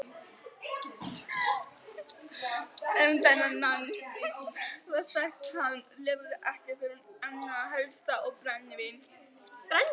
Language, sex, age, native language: Icelandic, female, 18-19, Icelandic